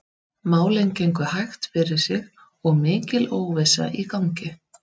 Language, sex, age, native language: Icelandic, female, 30-39, Icelandic